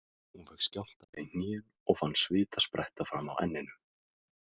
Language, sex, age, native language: Icelandic, male, 18-19, Icelandic